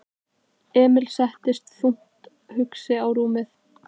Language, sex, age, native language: Icelandic, female, 12, Icelandic